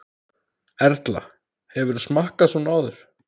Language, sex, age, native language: Icelandic, male, 10, Icelandic